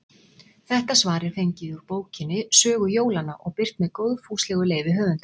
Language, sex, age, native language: Icelandic, female, 40-49, Icelandic